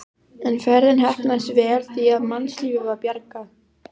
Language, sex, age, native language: Icelandic, female, 12, Icelandic